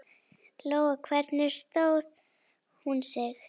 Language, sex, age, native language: Icelandic, female, 9, Icelandic